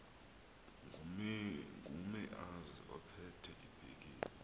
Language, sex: Xhosa, male